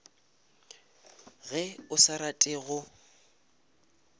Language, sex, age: Northern Sotho, male, 26